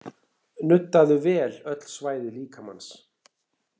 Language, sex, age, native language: Icelandic, male, 60-69, Icelandic